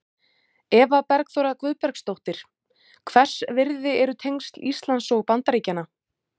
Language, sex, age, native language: Icelandic, female, 30-39, Icelandic